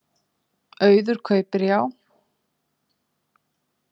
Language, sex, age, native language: Icelandic, female, 50-59, Icelandic